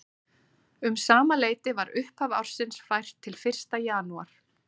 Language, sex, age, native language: Icelandic, female, 30-39, Icelandic